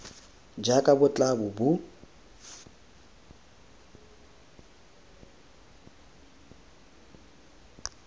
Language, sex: Tswana, male